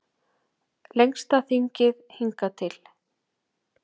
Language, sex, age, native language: Icelandic, female, 40-49, Icelandic